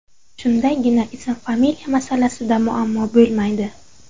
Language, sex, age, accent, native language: Uzbek, female, 18-24, Buxoro, Uzbek